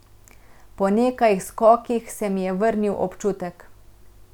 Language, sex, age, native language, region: Slovenian, female, 30-49, Slovenian, Central Slovenia